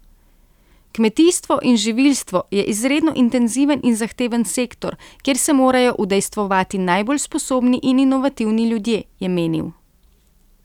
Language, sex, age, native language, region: Slovenian, female, 30-49, Slovenian, Central Slovenia